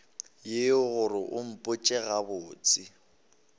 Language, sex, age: Northern Sotho, male, 19